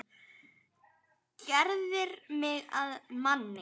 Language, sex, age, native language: Icelandic, female, 9, Icelandic